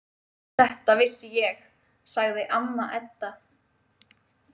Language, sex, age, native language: Icelandic, female, 20-29, Icelandic